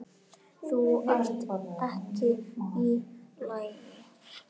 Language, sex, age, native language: Icelandic, male, 10, Icelandic